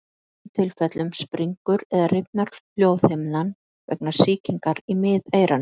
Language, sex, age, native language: Icelandic, female, 50-59, Icelandic